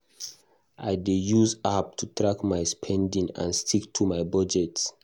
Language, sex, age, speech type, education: Nigerian Pidgin, male, 15-29, read, tertiary